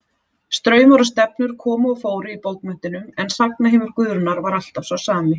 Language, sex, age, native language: Icelandic, female, 40-49, Icelandic